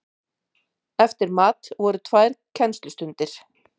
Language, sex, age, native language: Icelandic, female, 50-59, Icelandic